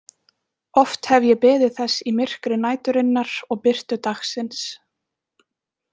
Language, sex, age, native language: Icelandic, female, 20-29, Icelandic